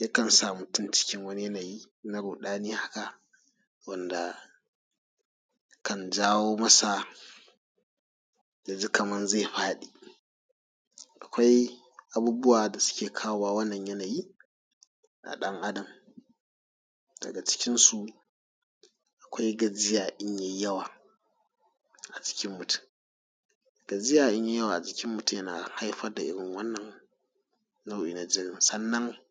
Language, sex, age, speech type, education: Hausa, male, 30-45, spontaneous, tertiary